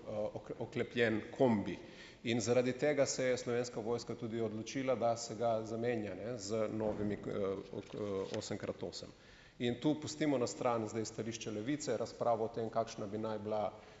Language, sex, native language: Slovenian, male, Slovenian